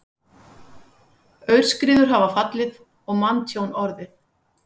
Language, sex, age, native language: Icelandic, female, 50-59, Icelandic